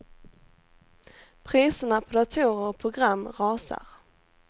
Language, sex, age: Swedish, female, 18